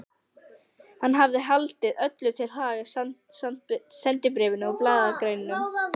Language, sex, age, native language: Icelandic, female, 11, Icelandic